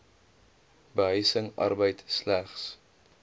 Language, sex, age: Afrikaans, male, 20